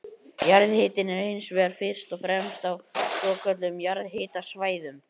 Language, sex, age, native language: Icelandic, male, 18-19, Icelandic